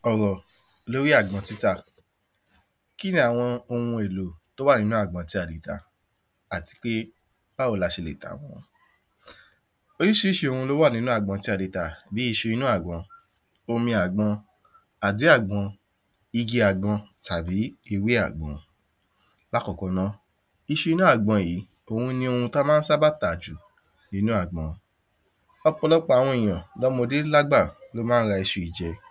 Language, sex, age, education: Yoruba, male, 15-29, tertiary